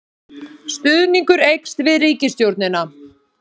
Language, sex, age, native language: Icelandic, male, 30-39, Icelandic